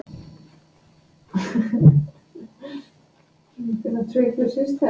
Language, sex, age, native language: Icelandic, male, 11, English